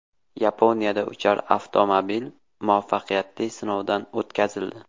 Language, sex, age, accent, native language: Uzbek, male, 18-24, Surxondaryo, Uzbek